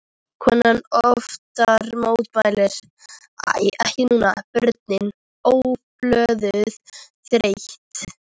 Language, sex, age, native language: Icelandic, female, 13, Icelandic